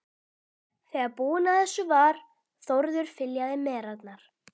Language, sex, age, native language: Icelandic, female, 12, Icelandic